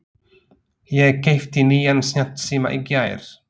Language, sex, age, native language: Icelandic, male, 40-49, Slovak